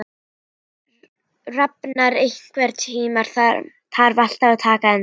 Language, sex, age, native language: Icelandic, female, 11, Icelandic